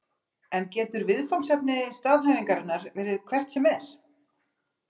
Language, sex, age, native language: Icelandic, female, 40-49, Icelandic